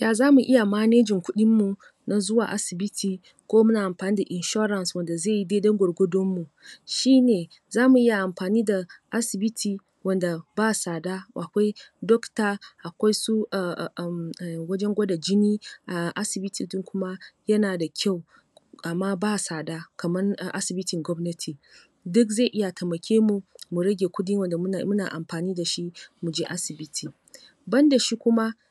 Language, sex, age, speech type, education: Hausa, female, 30-45, spontaneous, tertiary